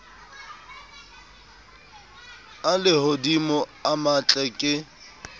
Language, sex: Southern Sotho, male